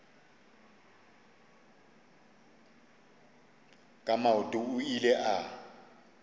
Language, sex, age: Northern Sotho, male, 35